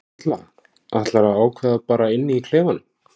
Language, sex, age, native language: Icelandic, male, 20-29, Icelandic